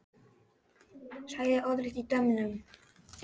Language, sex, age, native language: Icelandic, male, 10, Icelandic